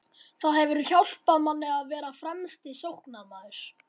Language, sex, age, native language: Icelandic, male, 18-19, Icelandic